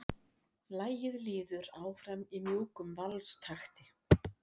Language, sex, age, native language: Icelandic, female, 60-69, Icelandic